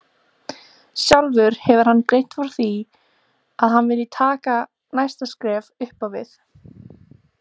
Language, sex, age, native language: Icelandic, female, 18-19, Icelandic